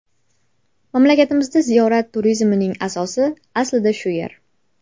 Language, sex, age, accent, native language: Uzbek, female, 18-24, Namangan, Uzbek